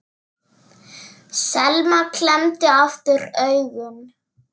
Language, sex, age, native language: Icelandic, female, 7, Icelandic